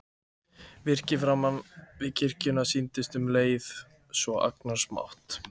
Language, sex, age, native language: Icelandic, male, 13, Icelandic